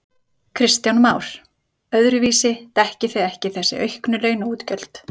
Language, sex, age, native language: Icelandic, female, 30-39, Icelandic